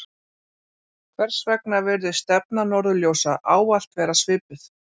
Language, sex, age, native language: Icelandic, female, 40-49, Icelandic